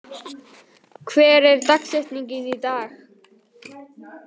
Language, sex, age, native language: Icelandic, male, 18-19, Icelandic